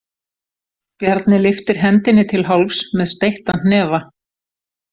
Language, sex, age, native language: Icelandic, female, 40-49, Icelandic